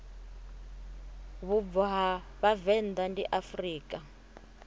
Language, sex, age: Venda, female, 30